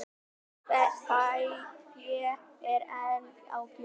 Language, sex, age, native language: Icelandic, male, 18-19, Icelandic